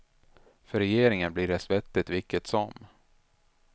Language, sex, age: Swedish, male, 33